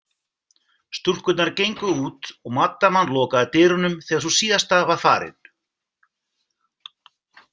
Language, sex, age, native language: Icelandic, male, 40-49, Icelandic